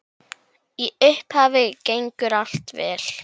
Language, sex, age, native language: Icelandic, male, 10, Icelandic